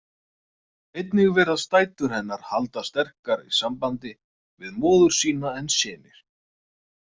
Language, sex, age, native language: Icelandic, male, 30-39, Icelandic